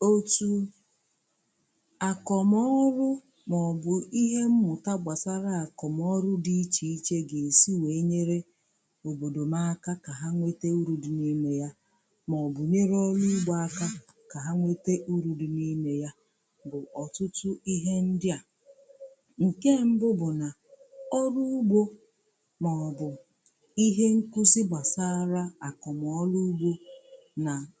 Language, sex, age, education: Igbo, female, 60+, tertiary